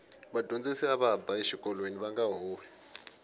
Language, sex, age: Tsonga, male, 21